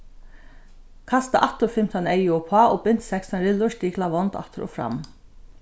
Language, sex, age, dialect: Faroese, female, 36-60, Norðurstreymoy/Eysturoy